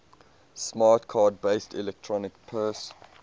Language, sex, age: English, male, 22